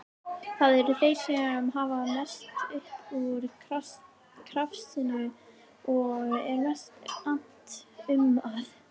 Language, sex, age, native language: Icelandic, female, 18-19, Icelandic